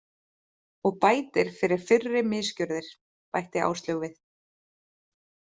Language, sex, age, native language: Icelandic, female, 30-39, Icelandic